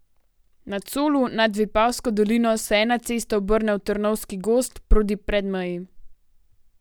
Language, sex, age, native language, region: Slovenian, female, 18-29, Slovenian, Gorenjska region